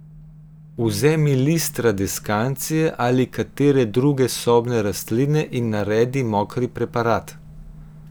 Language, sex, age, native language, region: Slovenian, female, 18-29, Slovenian, Gorenjska region